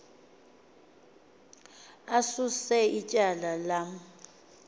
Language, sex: Xhosa, female